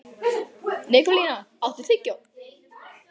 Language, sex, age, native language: Icelandic, male, 11, Icelandic